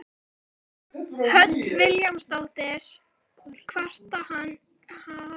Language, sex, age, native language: Icelandic, female, 13, Icelandic